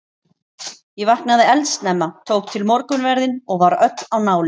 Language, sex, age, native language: Icelandic, female, 40-49, Icelandic